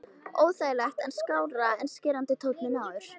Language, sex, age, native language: Icelandic, female, 13, Icelandic